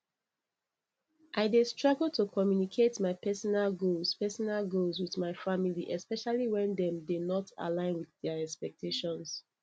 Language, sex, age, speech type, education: Nigerian Pidgin, female, 15-29, spontaneous, tertiary